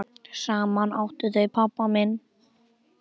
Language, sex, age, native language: Icelandic, male, 10, Icelandic